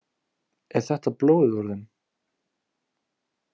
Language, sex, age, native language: Icelandic, male, 18-19, Icelandic